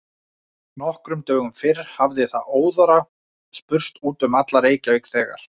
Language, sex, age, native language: Icelandic, male, 40-49, Icelandic